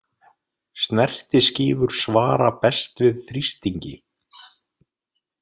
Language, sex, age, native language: Icelandic, male, 30-39, Icelandic